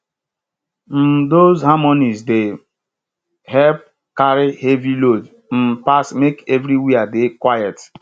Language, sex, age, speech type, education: Nigerian Pidgin, male, 30-45, spontaneous, tertiary